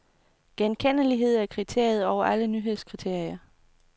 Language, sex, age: Danish, female, 29